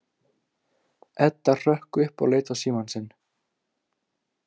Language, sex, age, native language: Icelandic, male, 18-19, Icelandic